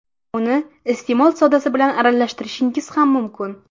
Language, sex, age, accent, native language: Uzbek, female, 18-24, Samarqand, Uzbek